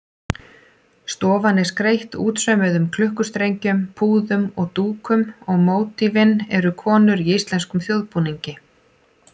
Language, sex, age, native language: Icelandic, female, 40-49, Icelandic